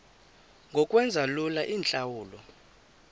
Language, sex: Xhosa, male